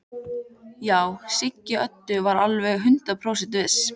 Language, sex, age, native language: Icelandic, female, 15, Icelandic